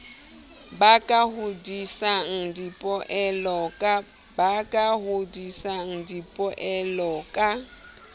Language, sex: Southern Sotho, female